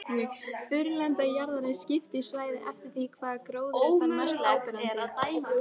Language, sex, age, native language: Icelandic, female, 20-29, Icelandic